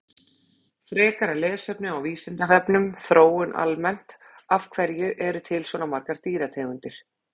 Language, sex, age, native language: Icelandic, female, 40-49, Icelandic